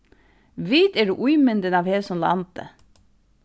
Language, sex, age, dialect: Faroese, female, 36-60, Suðurstreymoy